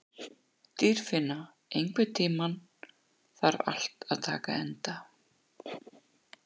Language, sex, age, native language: Icelandic, female, 60-69, Icelandic